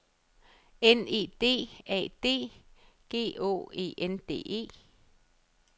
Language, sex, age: Danish, female, 35